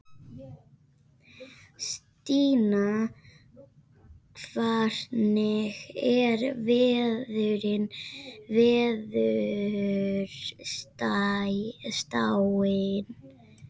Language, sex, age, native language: Icelandic, other, 50-59, Spanish